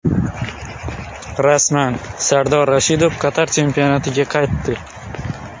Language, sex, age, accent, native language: Uzbek, male, 18-24, Xorazm, Uzbek